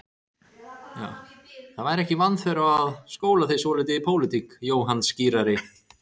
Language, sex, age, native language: Icelandic, male, 30-39, Icelandic